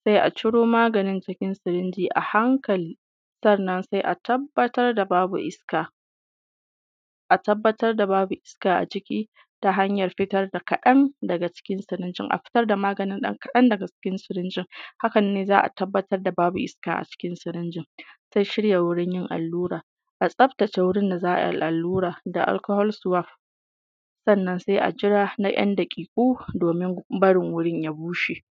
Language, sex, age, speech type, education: Hausa, female, 15-29, spontaneous, secondary